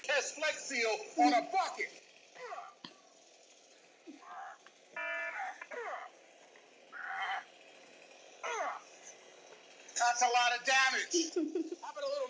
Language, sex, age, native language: Icelandic, other, 12, Icelandic